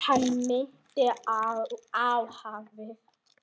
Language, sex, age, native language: Icelandic, female, 9, Icelandic